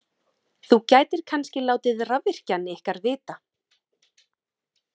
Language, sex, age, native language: Icelandic, female, 30-39, Icelandic